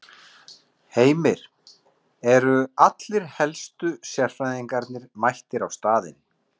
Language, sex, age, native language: Icelandic, male, 40-49, Icelandic